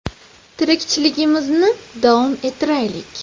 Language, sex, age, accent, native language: Uzbek, female, 18-24, Andijon, Uzbek